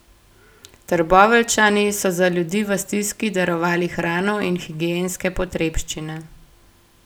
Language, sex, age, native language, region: Slovenian, female, 18-29, Slovenian, Gorenjska region